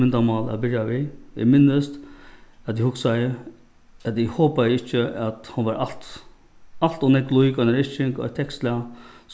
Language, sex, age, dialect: Faroese, male, 36-60, Norðuroyggjar